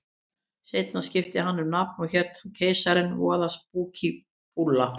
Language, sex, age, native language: Icelandic, female, 50-59, Icelandic